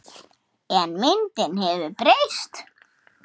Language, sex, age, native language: Icelandic, male, 7, Icelandic